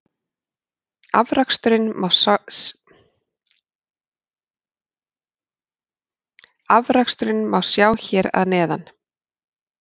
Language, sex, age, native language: Icelandic, female, 40-49, Icelandic